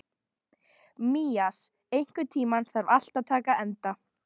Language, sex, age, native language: Icelandic, female, 18-19, Icelandic